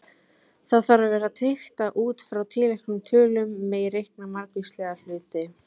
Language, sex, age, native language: Icelandic, female, 18-19, Icelandic